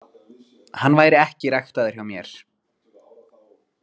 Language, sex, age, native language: Icelandic, male, 30-39, Icelandic